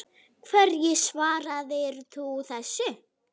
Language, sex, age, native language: Icelandic, female, 9, Icelandic